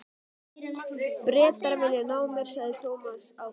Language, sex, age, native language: Icelandic, male, 12, Icelandic